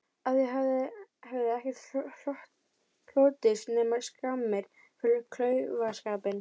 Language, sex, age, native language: Icelandic, female, 12, Icelandic